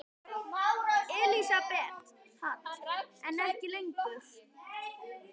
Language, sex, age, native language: Icelandic, male, 10, Icelandic